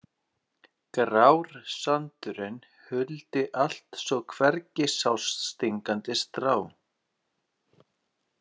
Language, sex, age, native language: Icelandic, male, 30-39, Icelandic